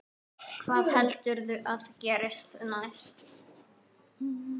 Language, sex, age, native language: Icelandic, female, 10, Icelandic